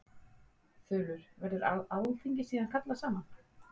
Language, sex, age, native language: Icelandic, female, 40-49, Icelandic